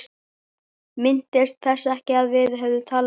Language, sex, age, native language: Icelandic, female, 12, Icelandic